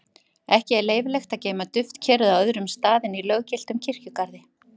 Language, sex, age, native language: Icelandic, female, 50-59, Icelandic